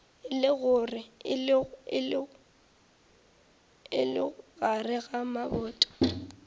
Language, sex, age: Northern Sotho, female, 18